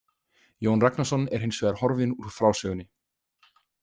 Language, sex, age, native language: Icelandic, male, 20-29, Icelandic